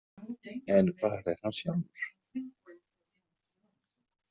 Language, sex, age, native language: Icelandic, male, 20-29, Icelandic